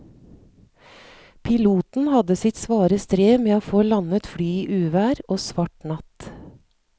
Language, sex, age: Norwegian, female, 39